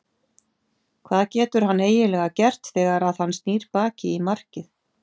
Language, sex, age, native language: Icelandic, female, 50-59, Icelandic